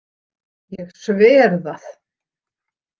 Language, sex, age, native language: Icelandic, female, 60-69, Icelandic